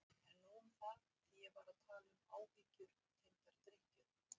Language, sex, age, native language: Icelandic, female, 60-69, Icelandic